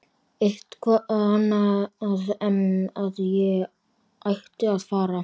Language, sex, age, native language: Icelandic, male, 12, Icelandic